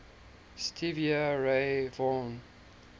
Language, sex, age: English, male, 19